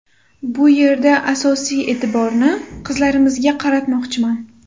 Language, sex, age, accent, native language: Uzbek, female, under 19, Toshkent shahri, Uzbek